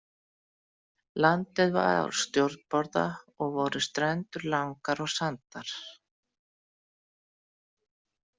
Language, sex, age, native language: Icelandic, female, 40-49, Icelandic